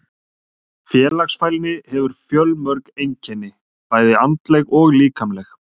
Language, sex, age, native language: Icelandic, male, 30-39, Icelandic